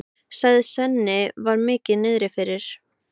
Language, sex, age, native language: Icelandic, female, 12, Icelandic